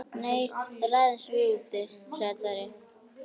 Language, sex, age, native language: Icelandic, female, 11, Icelandic